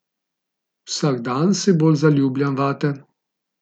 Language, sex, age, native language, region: Slovenian, male, 50-59, Slovenian, Gorica region